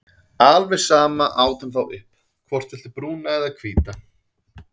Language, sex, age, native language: Icelandic, male, 30-39, Icelandic